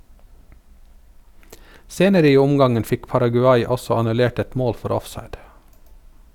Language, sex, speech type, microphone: Norwegian, male, read, Sennheiser